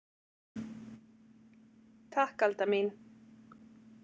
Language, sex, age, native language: Icelandic, female, 40-49, Icelandic